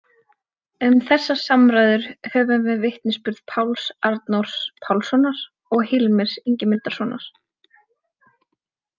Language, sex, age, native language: Icelandic, female, 20-29, Icelandic